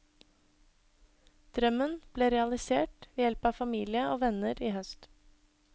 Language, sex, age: Norwegian, female, 26